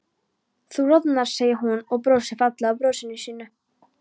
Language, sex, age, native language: Icelandic, female, 13, Polish